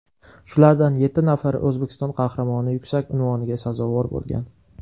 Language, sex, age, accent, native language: Uzbek, male, 19-29, Namangan, Uzbek